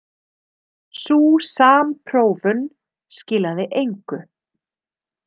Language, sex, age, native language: Icelandic, female, 30-39, Icelandic